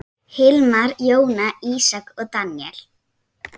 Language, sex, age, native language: Icelandic, female, 7, Icelandic